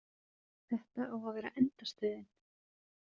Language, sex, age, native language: Icelandic, female, 30-39, Icelandic